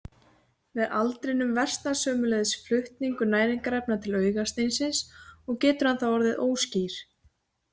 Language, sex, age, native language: Icelandic, female, 20-29, Icelandic